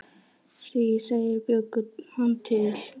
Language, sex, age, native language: Icelandic, male, 10, Icelandic